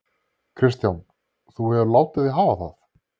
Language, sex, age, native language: Icelandic, male, 30-39, Icelandic